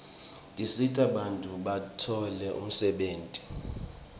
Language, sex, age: Swati, male, 24